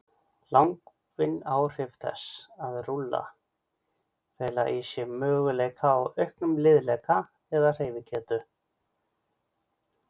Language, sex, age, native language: Icelandic, male, 40-49, Icelandic